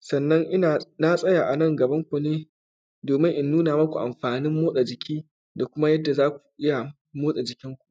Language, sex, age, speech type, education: Hausa, male, 15-29, spontaneous, tertiary